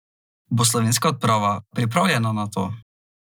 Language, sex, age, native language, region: Slovenian, male, 18-29, Slovenian, Drava region